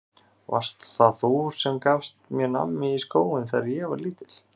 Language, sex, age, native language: Icelandic, male, 30-39, Icelandic